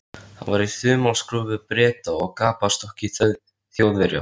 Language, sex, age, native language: Icelandic, male, 13, Icelandic